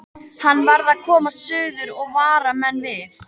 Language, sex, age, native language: Icelandic, female, 13, Icelandic